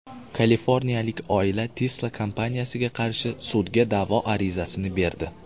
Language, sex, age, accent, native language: Uzbek, male, 18-24, Qashqadaryo, Uzbek